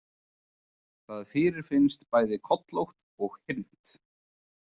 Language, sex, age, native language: Icelandic, male, 20-29, Icelandic